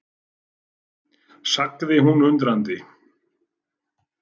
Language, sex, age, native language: Icelandic, male, 40-49, Icelandic